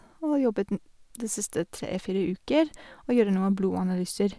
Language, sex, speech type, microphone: Norwegian, female, spontaneous, Sennheiser